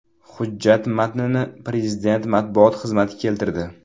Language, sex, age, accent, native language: Uzbek, male, under 19, Toshkent viloyati, Uzbek